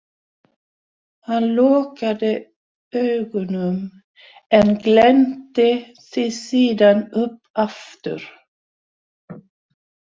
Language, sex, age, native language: Icelandic, female, 60-69, Swedish